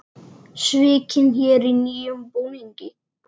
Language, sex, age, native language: Icelandic, male, 8, Icelandic